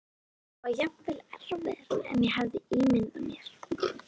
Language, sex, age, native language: Icelandic, female, 13, Icelandic